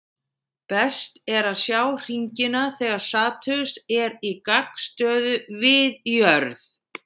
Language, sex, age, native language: Icelandic, female, 60-69, Icelandic